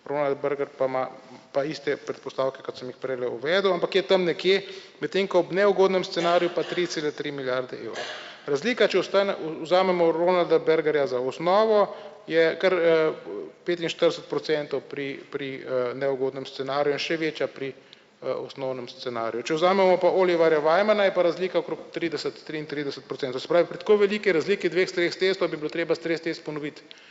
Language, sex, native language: Slovenian, male, Slovenian